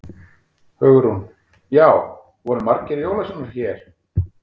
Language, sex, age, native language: Icelandic, female, 40-49, Icelandic